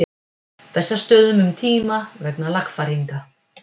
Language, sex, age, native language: Icelandic, female, 50-59, Icelandic